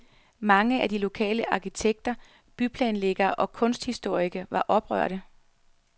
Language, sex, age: Danish, female, 33